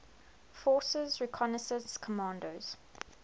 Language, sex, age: English, female, 21